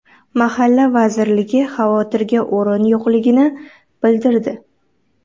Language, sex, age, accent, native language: Uzbek, female, 12-17, Qoraqalpog'iston, Uzbek